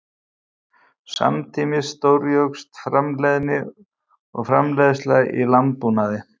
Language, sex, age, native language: Icelandic, male, 50-59, Icelandic